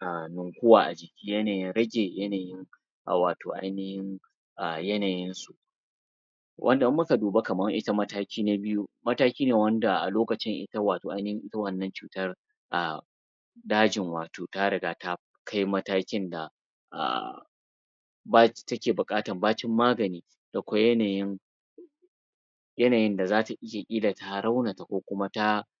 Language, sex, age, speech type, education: Hausa, male, 30-45, spontaneous, tertiary